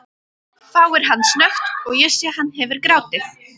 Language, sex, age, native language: Icelandic, female, 12, Icelandic